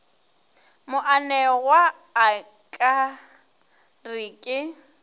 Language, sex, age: Northern Sotho, female, 21